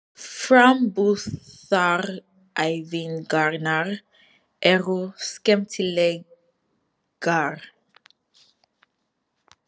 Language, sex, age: Icelandic, female, 20-29